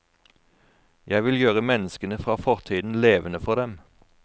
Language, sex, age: Norwegian, male, 41